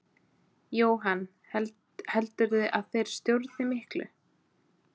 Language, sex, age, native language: Icelandic, female, 20-29, Icelandic